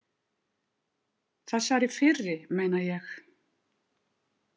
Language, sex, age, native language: Icelandic, female, 50-59, Icelandic